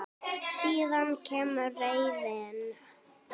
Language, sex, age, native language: Icelandic, female, 9, Icelandic